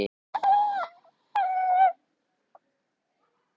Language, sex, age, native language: Icelandic, male, 13, Icelandic